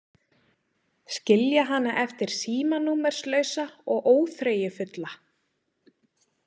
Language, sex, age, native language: Icelandic, female, 30-39, Icelandic